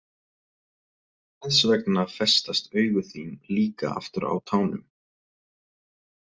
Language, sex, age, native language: Icelandic, male, 20-29, Icelandic